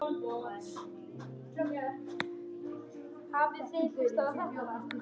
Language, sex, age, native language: Icelandic, male, 9, Icelandic